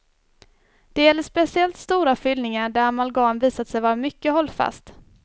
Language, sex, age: Swedish, female, 24